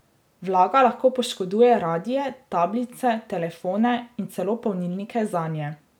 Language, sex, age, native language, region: Slovenian, female, 18-29, Slovenian, Drava region